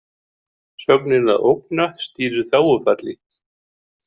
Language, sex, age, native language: Icelandic, male, 70-79, Icelandic